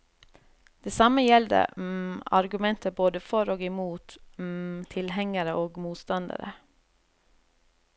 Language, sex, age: Norwegian, female, 30